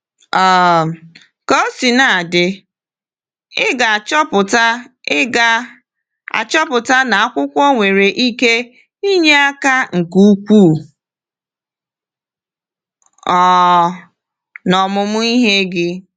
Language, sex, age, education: Igbo, female, 30-45, tertiary